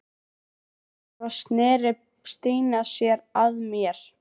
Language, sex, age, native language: Icelandic, female, 11, Icelandic